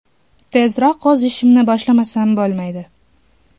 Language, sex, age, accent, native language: Uzbek, female, 18-24, Toshkent shahri, Uzbek